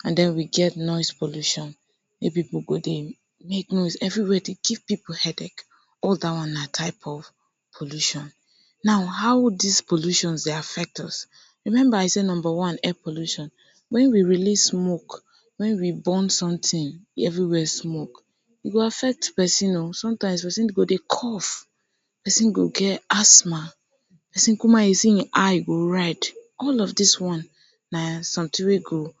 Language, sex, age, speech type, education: Nigerian Pidgin, female, 15-29, spontaneous, tertiary